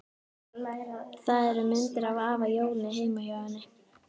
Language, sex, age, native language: Icelandic, female, 13, Icelandic